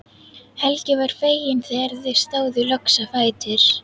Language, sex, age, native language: Icelandic, female, 11, Icelandic